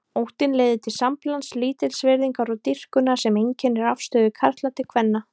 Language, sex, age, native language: Icelandic, female, 30-39, Icelandic